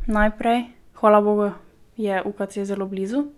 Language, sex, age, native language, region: Slovenian, female, 12-17, Slovenian, Drava region